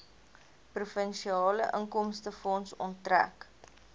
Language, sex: Afrikaans, female